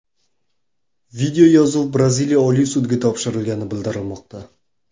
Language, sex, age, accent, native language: Uzbek, male, 18-24, Qoraqalpog'iston, Karakalpak